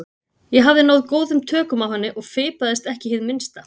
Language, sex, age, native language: Icelandic, female, 40-49, Icelandic